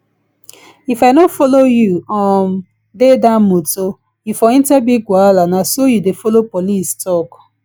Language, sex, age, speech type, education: Nigerian Pidgin, female, 15-29, spontaneous, tertiary